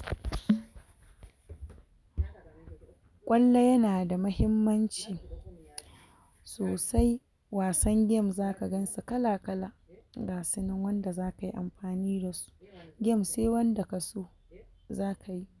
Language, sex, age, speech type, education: Hausa, female, 46-60, spontaneous, tertiary